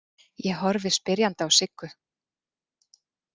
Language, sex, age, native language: Icelandic, female, 40-49, Icelandic